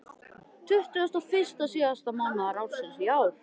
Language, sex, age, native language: Icelandic, male, 13, Icelandic